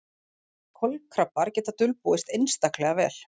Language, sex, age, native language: Icelandic, female, 40-49, Icelandic